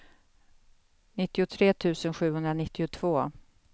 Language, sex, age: Swedish, female, 48